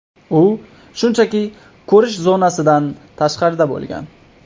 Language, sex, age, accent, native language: Uzbek, male, 18-24, Qoraqalpog'iston, Uzbek